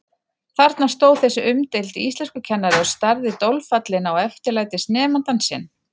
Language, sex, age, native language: Icelandic, female, 40-49, Icelandic